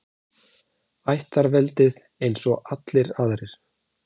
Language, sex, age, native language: Icelandic, male, 40-49, Icelandic